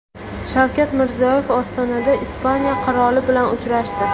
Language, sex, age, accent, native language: Uzbek, female, 18-24, Jizzax, Uzbek